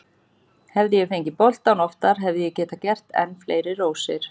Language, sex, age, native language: Icelandic, female, 40-49, Icelandic